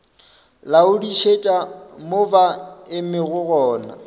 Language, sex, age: Northern Sotho, male, 26